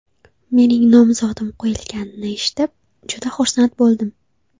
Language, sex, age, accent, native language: Uzbek, female, 18-24, Xorazm, Uzbek